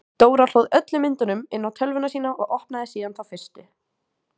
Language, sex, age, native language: Icelandic, female, 18-19, Icelandic